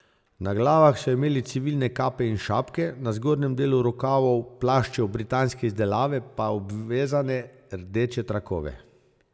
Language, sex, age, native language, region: Slovenian, male, 50-59, Slovenian, Zasavska region